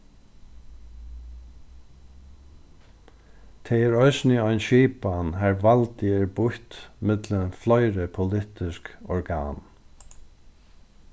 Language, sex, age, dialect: Faroese, male, 36-60, Norðurstreymoy/Eysturoy